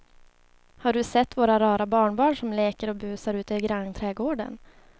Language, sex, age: Swedish, female, 24